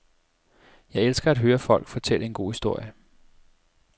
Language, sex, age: Danish, male, 25